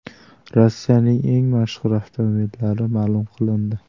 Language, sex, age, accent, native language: Uzbek, male, 18-24, Toshkent viloyati, Uzbek